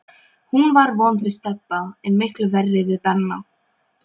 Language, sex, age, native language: Icelandic, female, 12, Polish